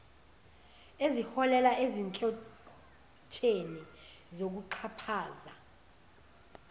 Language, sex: Zulu, female